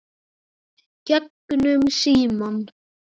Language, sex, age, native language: Icelandic, male, 9, Icelandic